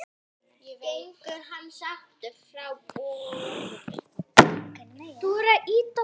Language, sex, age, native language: Icelandic, female, 9, Icelandic